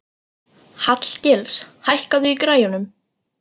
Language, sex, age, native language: Icelandic, female, 40-49, Icelandic